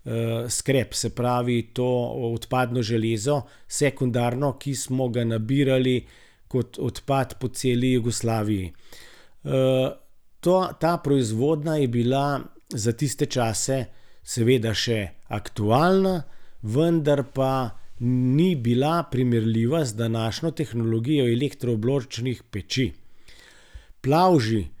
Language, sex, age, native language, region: Slovenian, male, 60+, Slovenian, Gorenjska region